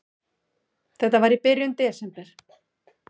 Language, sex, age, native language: Icelandic, female, 40-49, Icelandic